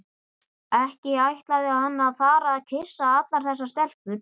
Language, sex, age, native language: Icelandic, male, 11, Icelandic